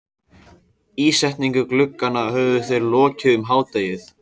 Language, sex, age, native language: Icelandic, male, 14, Icelandic